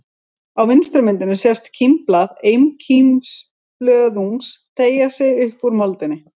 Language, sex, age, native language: Icelandic, female, 30-39, Icelandic